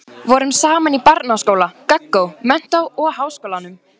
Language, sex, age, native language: Icelandic, female, 14, Icelandic